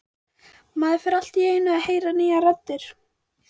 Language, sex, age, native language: Icelandic, female, 14, Icelandic